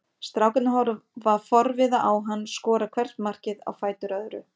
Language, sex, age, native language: Icelandic, female, 50-59, Icelandic